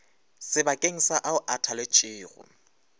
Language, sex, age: Northern Sotho, male, 24